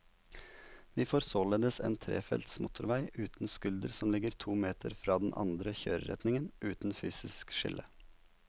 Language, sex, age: Norwegian, male, 27